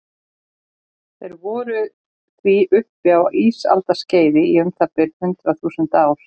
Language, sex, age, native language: Icelandic, female, 40-49, Icelandic